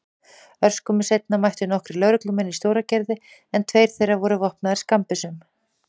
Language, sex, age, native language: Icelandic, female, 40-49, Icelandic